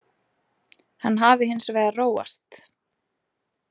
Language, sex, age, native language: Icelandic, female, 30-39, Icelandic